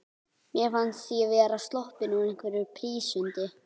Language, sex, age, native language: Icelandic, female, 12, Icelandic